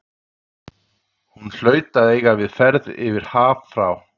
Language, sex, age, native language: Icelandic, male, 30-39, Icelandic